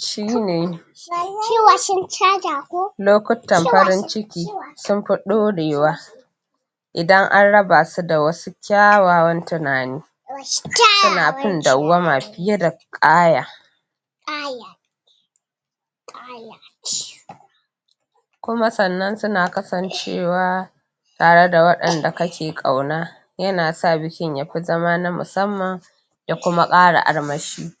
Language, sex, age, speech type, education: Hausa, female, 46-60, spontaneous, tertiary